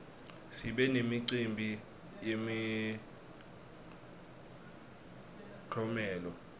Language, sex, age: Swati, male, 20